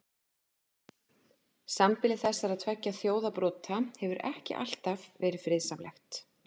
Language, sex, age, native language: Icelandic, female, 50-59, Icelandic